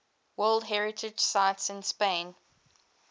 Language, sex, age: English, female, 22